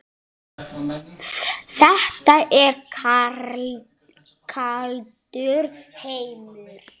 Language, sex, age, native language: Icelandic, male, 9, Icelandic